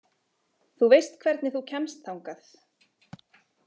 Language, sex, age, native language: Icelandic, female, 20-29, Icelandic